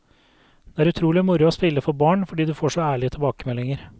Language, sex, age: Norwegian, male, 32